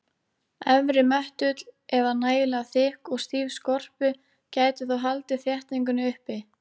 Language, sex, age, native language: Icelandic, female, 18-19, Icelandic